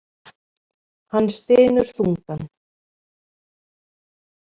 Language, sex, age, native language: Icelandic, female, 50-59, Icelandic